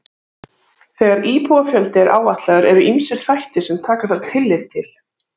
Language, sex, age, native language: Icelandic, female, 30-39, Icelandic